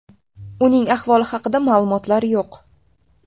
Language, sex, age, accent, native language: Uzbek, female, 18-24, Toshkent shahri, Uzbek